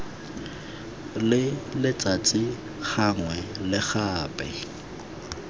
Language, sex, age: Tswana, male, 21